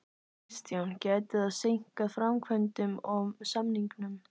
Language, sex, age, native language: Icelandic, female, 14, Icelandic